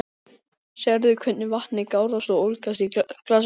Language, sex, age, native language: Icelandic, male, 13, Icelandic